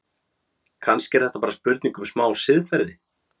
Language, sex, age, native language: Icelandic, male, 30-39, Icelandic